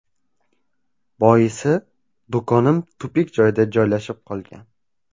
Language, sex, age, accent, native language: Uzbek, male, 18-24, Toshkent viloyati, Uzbek